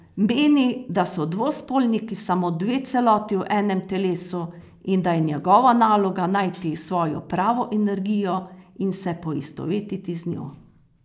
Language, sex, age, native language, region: Slovenian, female, 50-59, Slovenian, Carinthia region